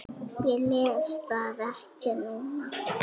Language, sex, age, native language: Icelandic, male, 6, Icelandic